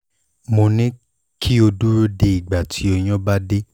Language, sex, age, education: Yoruba, male, 15-29, tertiary